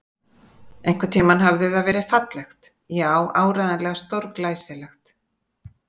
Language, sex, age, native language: Icelandic, female, 50-59, Icelandic